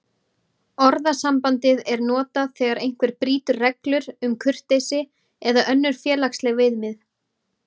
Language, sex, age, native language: Icelandic, female, 30-39, Icelandic